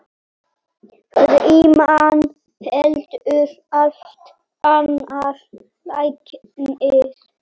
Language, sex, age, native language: Icelandic, male, 8, Icelandic